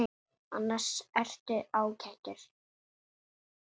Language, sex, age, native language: Icelandic, female, 8, Icelandic